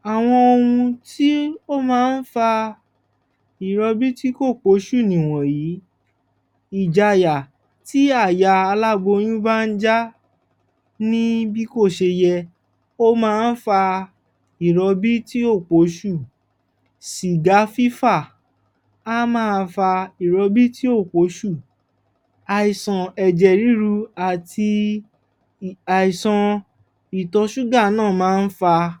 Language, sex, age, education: Yoruba, male, 15-29, tertiary